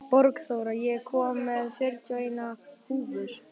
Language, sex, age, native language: Icelandic, male, 11, Icelandic